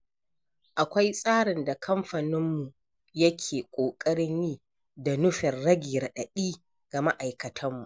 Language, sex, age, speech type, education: Hausa, female, 60+, read, primary